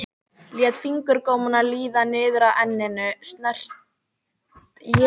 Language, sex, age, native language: Icelandic, female, 18-19, Icelandic